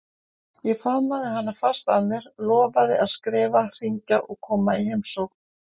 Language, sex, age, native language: Icelandic, female, 40-49, Icelandic